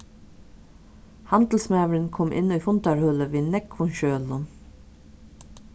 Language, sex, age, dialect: Faroese, female, 36-60, Suðurstreymoy